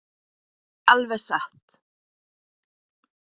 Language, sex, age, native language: Icelandic, female, 40-49, Icelandic